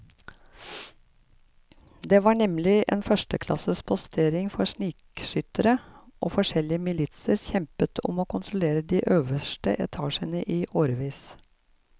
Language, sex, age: Norwegian, female, 54